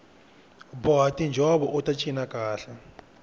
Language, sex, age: Tsonga, male, 21